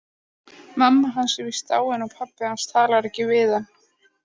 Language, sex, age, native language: Icelandic, female, 18-19, Icelandic